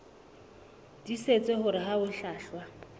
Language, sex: Southern Sotho, female